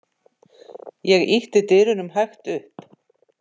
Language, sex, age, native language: Icelandic, female, 50-59, Icelandic